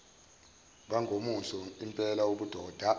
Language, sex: Zulu, male